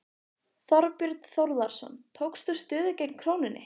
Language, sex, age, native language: Icelandic, female, 15, Icelandic